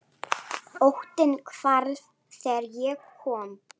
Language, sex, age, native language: Icelandic, female, 10, Icelandic